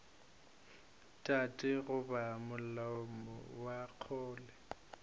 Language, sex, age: Northern Sotho, male, 22